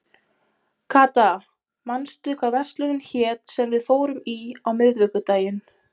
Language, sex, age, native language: Icelandic, female, 20-29, Polish